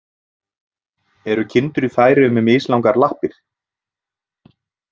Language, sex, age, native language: Icelandic, male, 30-39, Icelandic